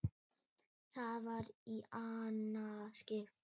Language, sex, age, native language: Icelandic, female, 9, Icelandic